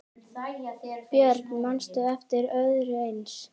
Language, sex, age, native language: Icelandic, male, 10, Icelandic